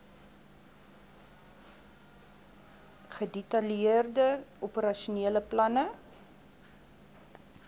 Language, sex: Afrikaans, female